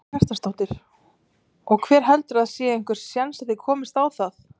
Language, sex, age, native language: Icelandic, female, 30-39, Icelandic